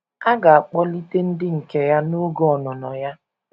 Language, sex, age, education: Igbo, female, 15-29, tertiary